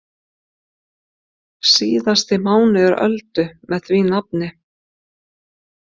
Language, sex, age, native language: Icelandic, female, 50-59, Icelandic